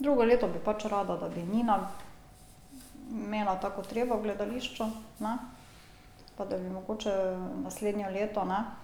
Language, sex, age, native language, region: Slovenian, female, 50-59, Slovenian, Drava region